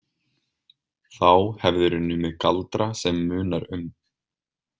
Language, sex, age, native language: Icelandic, male, 20-29, Icelandic